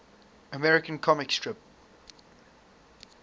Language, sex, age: English, male, 22